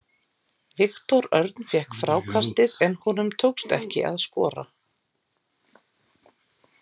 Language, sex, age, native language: Icelandic, female, 40-49, Icelandic